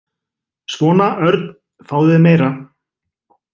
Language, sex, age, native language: Icelandic, male, 20-29, Icelandic